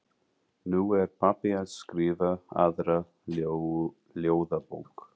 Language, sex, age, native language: Icelandic, female, 40-49, English